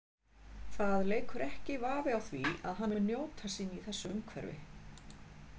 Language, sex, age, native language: Icelandic, female, 50-59, Icelandic